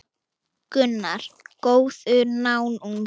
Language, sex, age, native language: Icelandic, female, 9, Icelandic